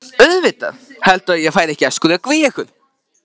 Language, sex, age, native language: Icelandic, male, 13, Icelandic